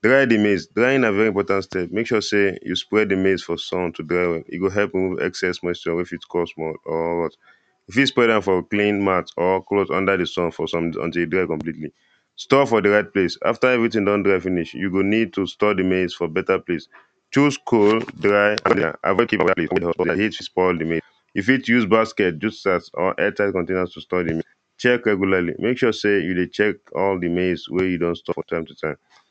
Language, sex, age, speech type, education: Nigerian Pidgin, male, 15-29, spontaneous, primary